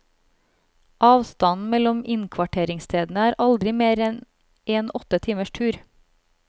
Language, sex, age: Norwegian, female, 36